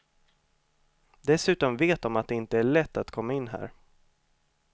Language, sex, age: Swedish, male, 25